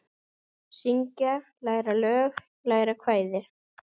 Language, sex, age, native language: Icelandic, female, 9, Icelandic